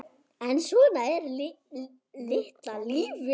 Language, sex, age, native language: Icelandic, male, 9, Icelandic